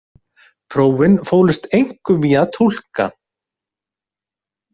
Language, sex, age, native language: Icelandic, male, 30-39, Icelandic